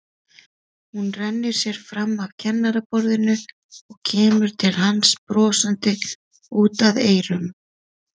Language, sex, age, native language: Icelandic, female, 30-39, Icelandic